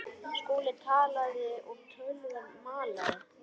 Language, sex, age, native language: Icelandic, male, 10, Icelandic